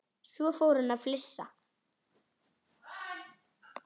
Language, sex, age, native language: Icelandic, female, 10, Icelandic